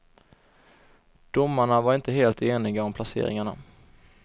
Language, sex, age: Swedish, male, 21